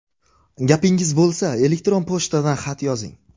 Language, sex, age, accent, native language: Uzbek, male, 25-34, Surxondaryo, Uzbek